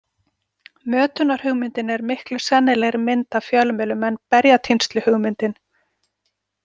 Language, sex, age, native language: Icelandic, female, 40-49, Icelandic